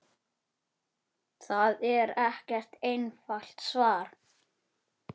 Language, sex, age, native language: Icelandic, male, 9, Icelandic